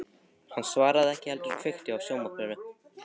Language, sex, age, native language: Icelandic, male, 14, Icelandic